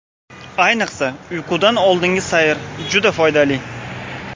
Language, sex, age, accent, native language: Uzbek, male, 18-24, Farg'ona, Uzbek